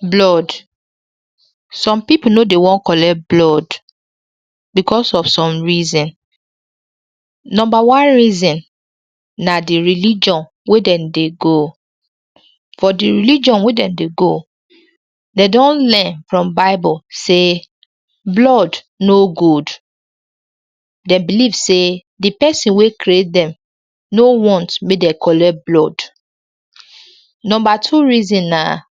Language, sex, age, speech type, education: Nigerian Pidgin, female, 30-45, spontaneous, secondary